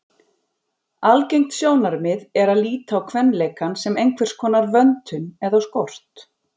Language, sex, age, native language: Icelandic, female, 40-49, Icelandic